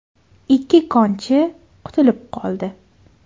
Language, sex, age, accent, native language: Uzbek, female, 18-24, Toshkent viloyati, Uzbek